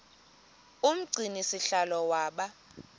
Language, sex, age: Xhosa, female, 20